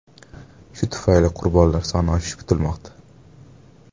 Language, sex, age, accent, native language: Uzbek, male, 18-24, Farg'ona, Uzbek